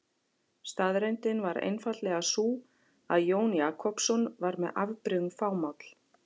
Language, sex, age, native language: Icelandic, female, 40-49, Icelandic